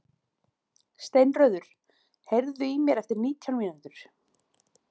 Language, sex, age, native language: Icelandic, female, 40-49, Icelandic